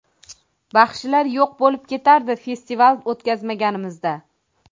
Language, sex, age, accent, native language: Uzbek, female, 25-34, Toshkent viloyati, Uzbek